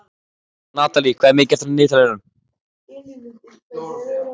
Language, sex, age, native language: Icelandic, male, 14, Icelandic